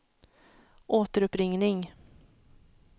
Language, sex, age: Swedish, female, 31